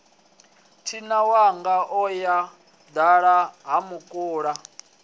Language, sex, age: Venda, male, 20